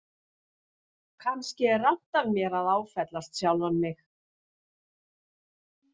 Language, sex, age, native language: Icelandic, female, 50-59, Icelandic